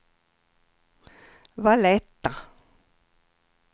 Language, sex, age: Swedish, female, 67